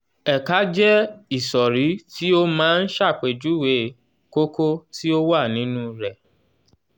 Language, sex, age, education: Yoruba, male, 15-29, tertiary